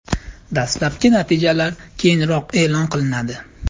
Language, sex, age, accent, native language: Uzbek, male, 18-24, Farg'ona, Uzbek